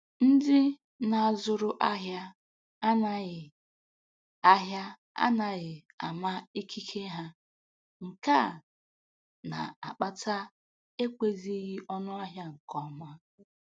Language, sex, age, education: Igbo, female, 15-29, tertiary